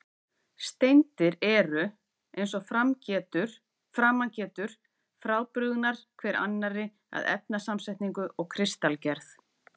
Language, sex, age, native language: Icelandic, female, 40-49, Icelandic